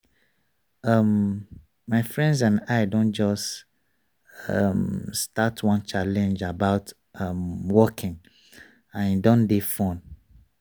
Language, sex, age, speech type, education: Nigerian Pidgin, male, 30-45, spontaneous, tertiary